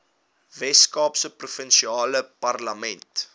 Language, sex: Afrikaans, male